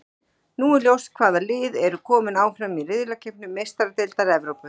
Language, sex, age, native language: Icelandic, female, 40-49, Icelandic